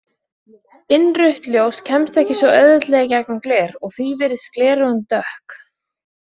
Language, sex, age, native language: Icelandic, female, 20-29, Icelandic